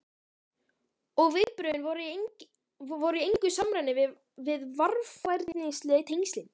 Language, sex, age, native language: Icelandic, male, 13, Icelandic